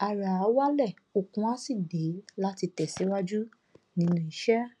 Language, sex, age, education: Yoruba, female, 30-45, tertiary